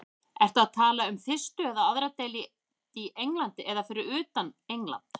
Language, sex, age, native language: Icelandic, female, 30-39, Icelandic